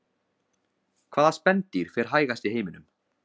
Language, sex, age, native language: Icelandic, male, 20-29, Icelandic